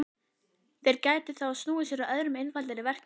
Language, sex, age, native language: Icelandic, female, 11, Icelandic